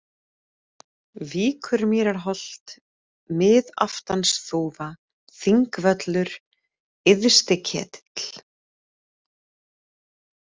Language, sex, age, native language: Icelandic, female, 30-39, Icelandic